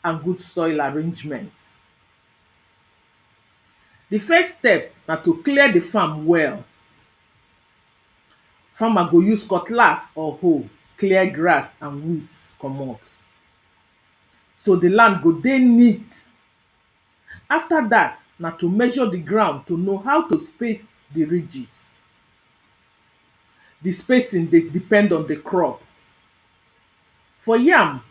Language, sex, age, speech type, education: Nigerian Pidgin, female, 46-60, spontaneous, secondary